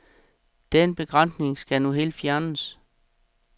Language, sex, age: Danish, male, 36